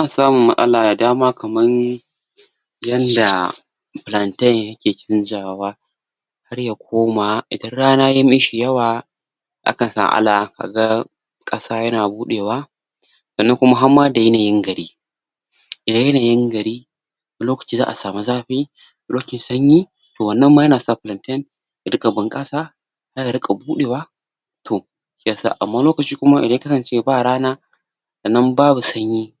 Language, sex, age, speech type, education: Hausa, male, 46-60, spontaneous, tertiary